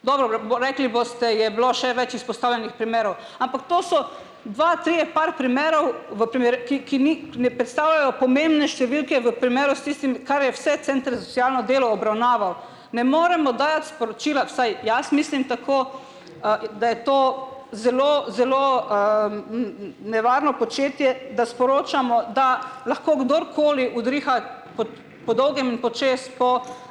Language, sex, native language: Slovenian, female, Slovenian